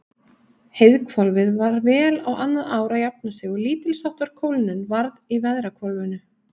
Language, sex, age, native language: Icelandic, female, 30-39, Icelandic